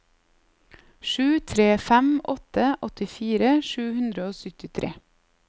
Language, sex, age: Norwegian, female, 30